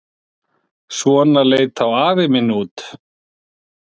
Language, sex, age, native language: Icelandic, male, 40-49, Icelandic